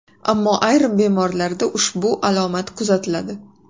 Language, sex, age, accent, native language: Uzbek, female, 18-24, Toshkent shahri, Uzbek